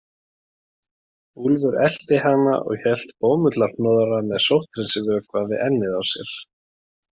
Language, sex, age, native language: Icelandic, male, 20-29, Icelandic